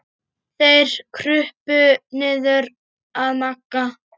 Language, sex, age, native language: Icelandic, male, 8, Icelandic